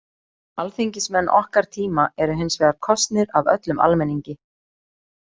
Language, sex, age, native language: Icelandic, female, 40-49, Icelandic